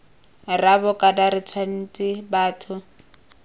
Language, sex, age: Tswana, female, 19